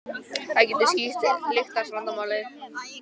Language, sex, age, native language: Icelandic, female, 18-19, Icelandic